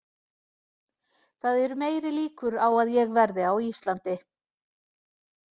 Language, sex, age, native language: Icelandic, female, 40-49, Icelandic